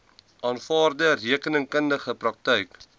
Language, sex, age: Afrikaans, male, 20